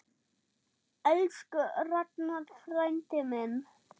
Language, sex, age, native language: Icelandic, male, 6, German